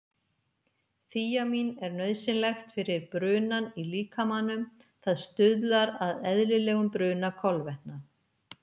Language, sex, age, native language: Icelandic, female, 50-59, Icelandic